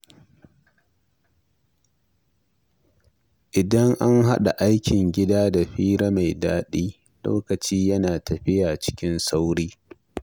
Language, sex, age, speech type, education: Hausa, male, 46-60, read, primary